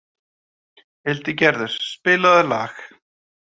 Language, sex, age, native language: Icelandic, male, 30-39, Icelandic